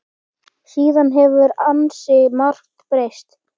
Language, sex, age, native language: Icelandic, male, 7, Icelandic